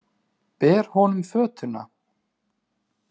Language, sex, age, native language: Icelandic, male, 30-39, Icelandic